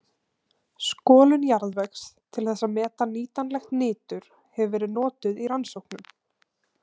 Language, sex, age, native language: Icelandic, female, 18-19, Icelandic